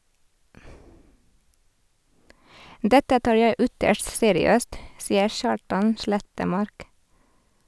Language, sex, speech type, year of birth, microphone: Norwegian, female, read, 1991, Sennheiser